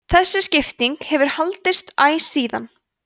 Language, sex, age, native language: Icelandic, female, 20-29, Icelandic